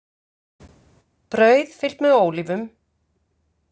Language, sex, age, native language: Icelandic, female, 50-59, Icelandic